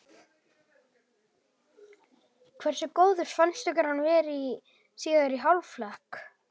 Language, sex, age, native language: Icelandic, male, 12, Icelandic